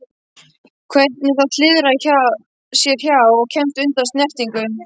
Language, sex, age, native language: Icelandic, male, 12, Icelandic